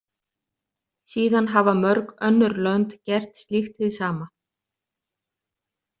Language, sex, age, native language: Icelandic, other, 30-39, Icelandic